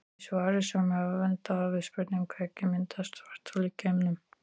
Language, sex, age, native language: Icelandic, female, 40-49, Icelandic